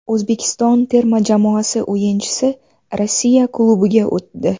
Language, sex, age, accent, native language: Uzbek, female, 19-29, Navoiy, Uzbek